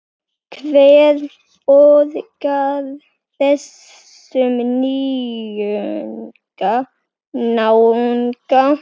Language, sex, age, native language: Icelandic, female, 9, Icelandic